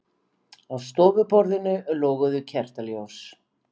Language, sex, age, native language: Icelandic, female, 50-59, Icelandic